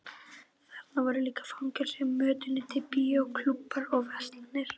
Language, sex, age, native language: Icelandic, female, 12, Icelandic